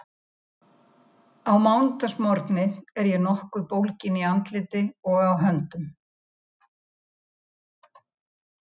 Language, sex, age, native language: Icelandic, female, 70-79, Icelandic